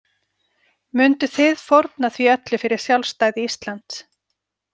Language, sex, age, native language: Icelandic, female, 40-49, Icelandic